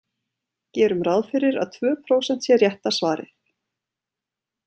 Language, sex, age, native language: Icelandic, female, 30-39, Icelandic